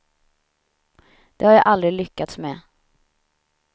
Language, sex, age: Swedish, female, 31